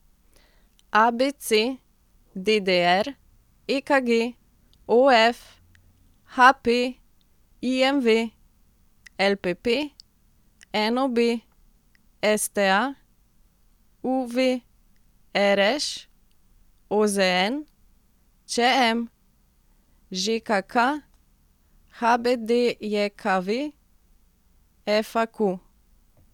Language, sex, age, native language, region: Slovenian, female, 18-29, Slovenian, Central Slovenia